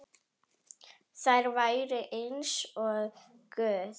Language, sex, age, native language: Icelandic, female, 10, Icelandic